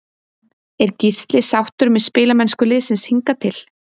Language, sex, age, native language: Icelandic, female, 30-39, Icelandic